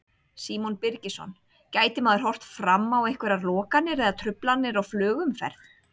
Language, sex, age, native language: Icelandic, female, 30-39, Icelandic